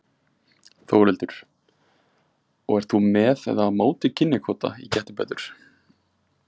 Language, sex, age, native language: Icelandic, male, 20-29, Icelandic